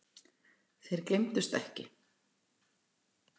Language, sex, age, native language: Icelandic, female, 60-69, Icelandic